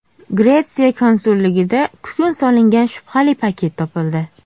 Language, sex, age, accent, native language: Uzbek, female, 19-29, Farg'ona, Uzbek